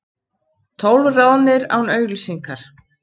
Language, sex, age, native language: Icelandic, female, 50-59, Icelandic